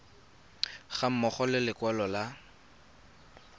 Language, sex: Tswana, male